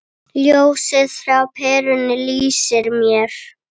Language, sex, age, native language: Icelandic, female, 9, Icelandic